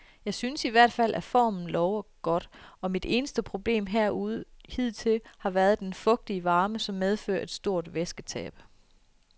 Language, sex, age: Danish, female, 33